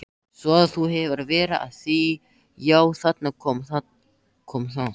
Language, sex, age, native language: Icelandic, male, 13, Icelandic